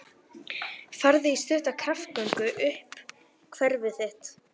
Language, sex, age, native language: Icelandic, female, 11, Icelandic